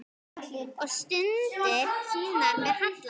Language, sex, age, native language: Icelandic, female, 10, Icelandic